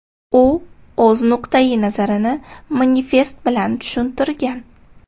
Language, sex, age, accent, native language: Uzbek, female, 18-24, Toshkent shahri, Uzbek